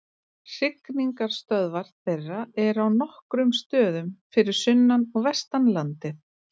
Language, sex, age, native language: Icelandic, female, 30-39, Icelandic